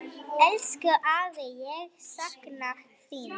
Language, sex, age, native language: Icelandic, female, 9, Icelandic